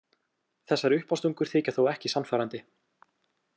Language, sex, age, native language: Icelandic, male, 18-19, Icelandic